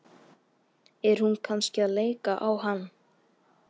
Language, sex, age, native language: Icelandic, male, 13, Icelandic